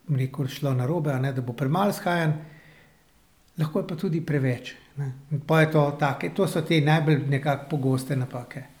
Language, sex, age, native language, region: Slovenian, male, 60+, Slovenian, Central Slovenia